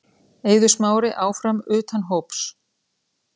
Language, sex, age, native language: Icelandic, female, 30-39, Icelandic